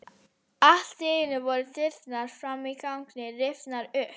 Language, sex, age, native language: Icelandic, female, 11, Icelandic